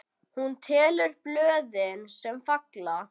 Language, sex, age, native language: Icelandic, male, 10, Icelandic